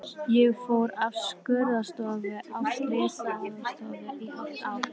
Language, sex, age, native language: Icelandic, female, 13, Icelandic